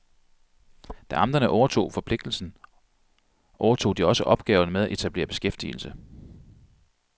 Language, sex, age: Danish, male, 42